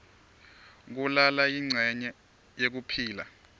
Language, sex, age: Swati, male, 23